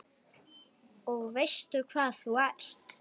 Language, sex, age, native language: Icelandic, female, 9, Icelandic